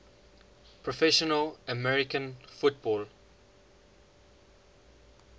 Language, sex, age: English, male, 19